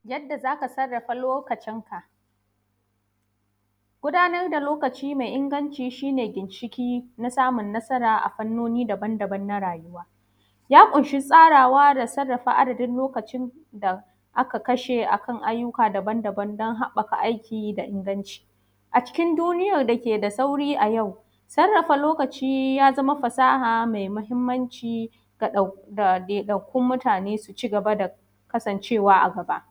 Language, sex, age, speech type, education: Hausa, female, 15-29, spontaneous, secondary